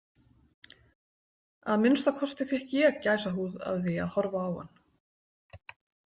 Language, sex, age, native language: Icelandic, female, 40-49, Icelandic